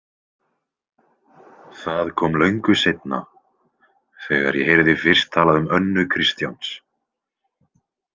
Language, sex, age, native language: Icelandic, male, 20-29, Icelandic